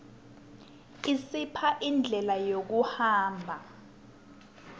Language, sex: Swati, female